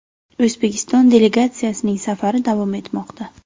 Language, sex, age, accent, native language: Uzbek, female, 18-24, Navoiy, Uzbek